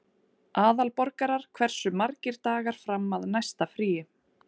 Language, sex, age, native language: Icelandic, female, 40-49, Icelandic